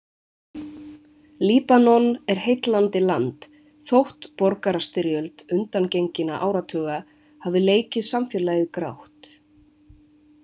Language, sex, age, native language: Icelandic, female, 20-29, Icelandic